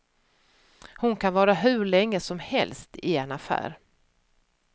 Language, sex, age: Swedish, female, 44